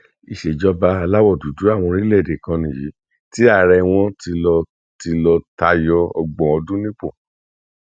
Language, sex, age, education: Yoruba, male, 46-60, tertiary